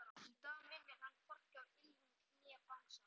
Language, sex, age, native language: Icelandic, male, 11, Icelandic